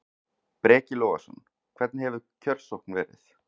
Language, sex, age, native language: Icelandic, male, 40-49, Icelandic